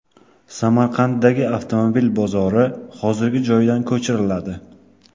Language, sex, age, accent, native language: Uzbek, male, 18-24, Qashqadaryo, Uzbek